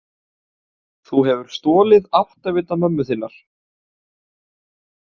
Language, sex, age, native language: Icelandic, male, 18-19, Icelandic